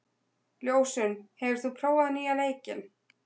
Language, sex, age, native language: Icelandic, female, 20-29, Icelandic